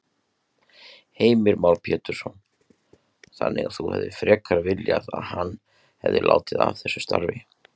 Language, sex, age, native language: Icelandic, male, 30-39, Icelandic